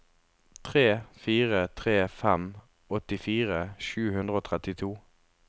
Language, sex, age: Norwegian, male, 33